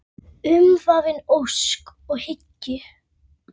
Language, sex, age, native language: Icelandic, female, 9, Icelandic